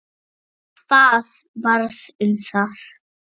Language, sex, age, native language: Icelandic, male, 8, Icelandic